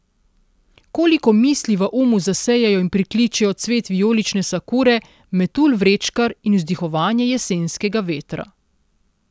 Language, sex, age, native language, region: Slovenian, female, 30-49, Slovenian, Central Slovenia